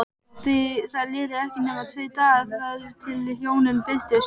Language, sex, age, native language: Icelandic, female, 12, Icelandic